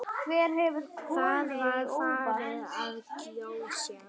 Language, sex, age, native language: Icelandic, female, 9, Icelandic